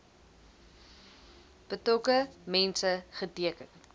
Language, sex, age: Afrikaans, female, 20